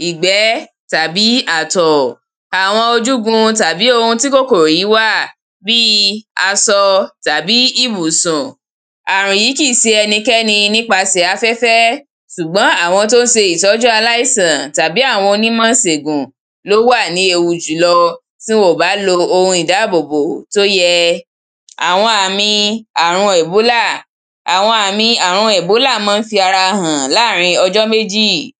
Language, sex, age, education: Yoruba, female, 15-29, primary